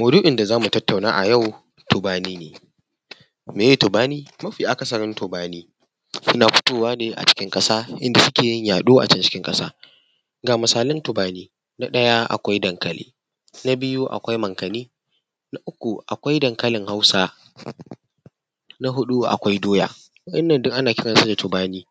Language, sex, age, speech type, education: Hausa, male, 15-29, spontaneous, tertiary